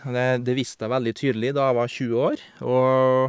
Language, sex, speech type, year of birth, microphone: Norwegian, male, spontaneous, 1983, Shure